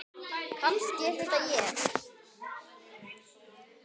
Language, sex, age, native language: Icelandic, male, 10, Icelandic